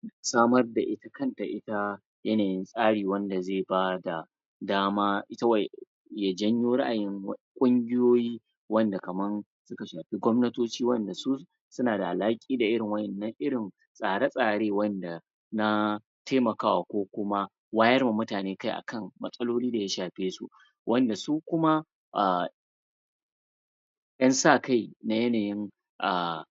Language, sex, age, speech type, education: Hausa, male, 30-45, spontaneous, tertiary